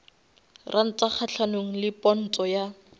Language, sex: Northern Sotho, female